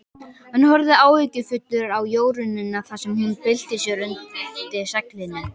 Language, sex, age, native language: Icelandic, male, 18-19, Icelandic